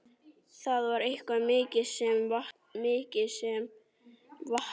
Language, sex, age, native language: Icelandic, female, 40-49, Icelandic